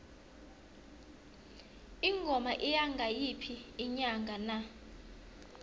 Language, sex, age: South Ndebele, female, 22